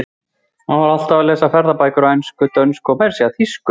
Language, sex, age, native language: Icelandic, male, 40-49, Icelandic